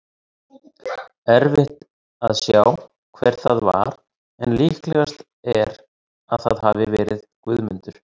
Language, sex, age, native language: Icelandic, male, 30-39, Icelandic